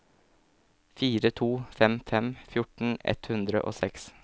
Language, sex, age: Norwegian, male, 27